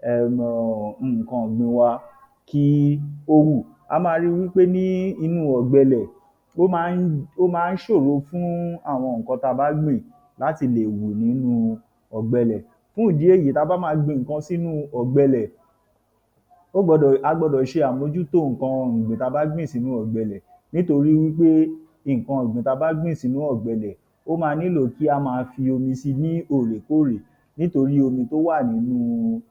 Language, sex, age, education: Yoruba, male, 30-45, tertiary